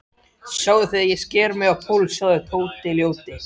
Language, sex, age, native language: Icelandic, male, 13, Icelandic